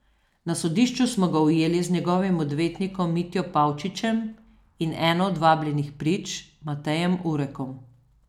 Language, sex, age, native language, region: Slovenian, female, 50-59, Slovenian, Southeast Slovenia